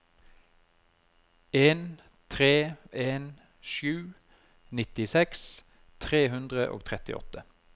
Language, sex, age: Norwegian, male, 33